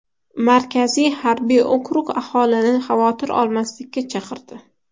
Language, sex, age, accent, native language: Uzbek, female, under 19, Toshkent shahri, Uzbek